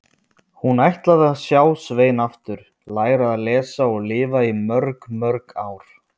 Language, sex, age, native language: Icelandic, male, 20-29, Icelandic